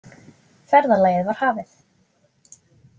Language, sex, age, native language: Icelandic, female, 20-29, Icelandic